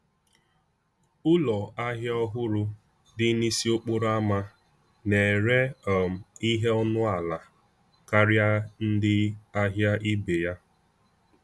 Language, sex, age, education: Igbo, male, 15-29, tertiary